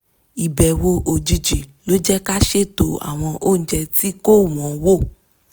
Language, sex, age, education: Yoruba, female, 15-29, tertiary